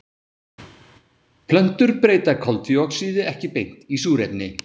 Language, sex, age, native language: Icelandic, female, 18-19, Icelandic